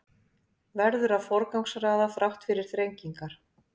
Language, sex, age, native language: Icelandic, female, 50-59, Icelandic